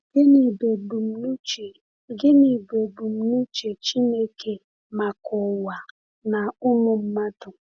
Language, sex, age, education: Igbo, female, 15-29, tertiary